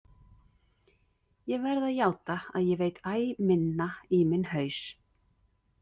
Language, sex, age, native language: Icelandic, female, 50-59, Icelandic